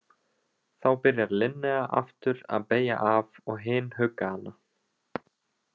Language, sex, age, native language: Icelandic, male, 20-29, Icelandic